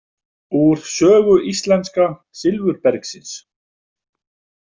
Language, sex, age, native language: Icelandic, male, 50-59, Icelandic